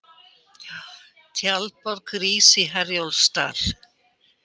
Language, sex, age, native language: Icelandic, female, 80-89, Icelandic